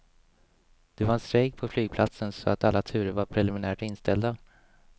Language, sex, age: Swedish, male, 27